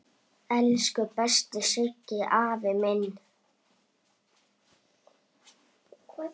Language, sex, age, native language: Icelandic, male, 8, Icelandic